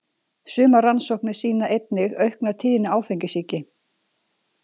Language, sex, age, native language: Icelandic, female, 40-49, Icelandic